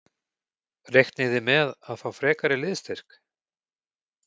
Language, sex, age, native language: Icelandic, male, 40-49, Icelandic